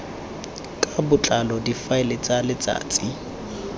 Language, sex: Tswana, male